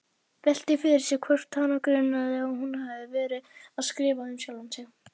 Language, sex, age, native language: Icelandic, female, 40-49, Icelandic